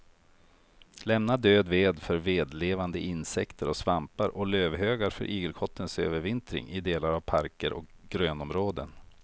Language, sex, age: Swedish, male, 43